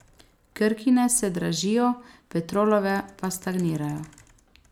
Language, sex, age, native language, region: Slovenian, female, 18-29, Slovenian, Savinja region